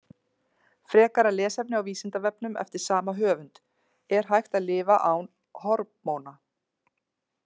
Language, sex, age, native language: Icelandic, female, 40-49, Icelandic